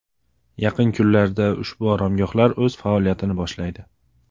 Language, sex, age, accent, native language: Uzbek, male, 25-34, Andijon, Uzbek